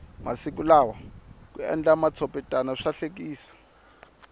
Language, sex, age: Tsonga, male, 25